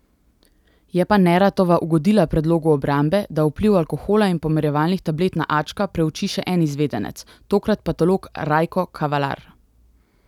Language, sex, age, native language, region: Slovenian, female, 18-29, Slovenian, Central Slovenia